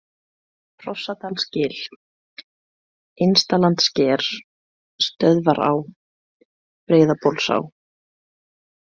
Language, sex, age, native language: Icelandic, female, 20-29, Icelandic